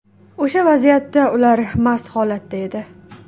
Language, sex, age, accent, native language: Uzbek, female, 18-24, Qashqadaryo, Uzbek